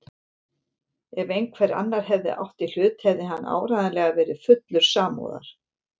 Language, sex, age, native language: Icelandic, female, 70-79, Icelandic